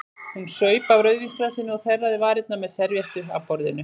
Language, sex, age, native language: Icelandic, female, 40-49, Icelandic